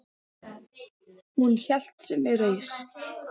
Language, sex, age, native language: Icelandic, female, 10, English